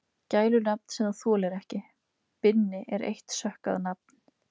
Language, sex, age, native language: Icelandic, female, 20-29, Icelandic